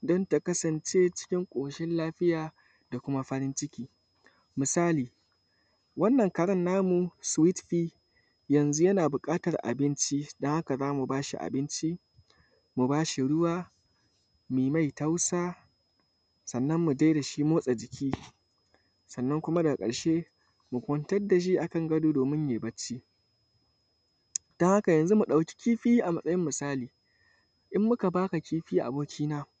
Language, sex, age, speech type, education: Hausa, male, 15-29, spontaneous, tertiary